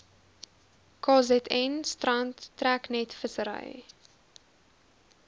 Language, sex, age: Afrikaans, female, 20